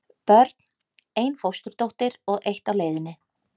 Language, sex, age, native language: Icelandic, female, 30-39, Icelandic